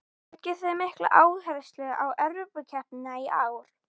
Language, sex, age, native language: Icelandic, female, 14, Icelandic